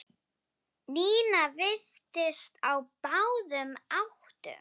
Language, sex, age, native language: Icelandic, female, 7, Icelandic